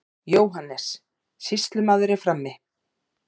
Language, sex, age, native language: Icelandic, female, 40-49, Icelandic